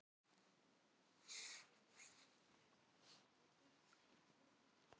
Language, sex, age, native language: Icelandic, female, 40-49, Filipino